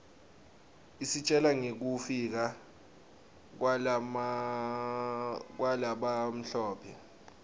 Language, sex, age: Swati, male, 20